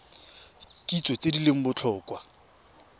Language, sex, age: Tswana, male, 23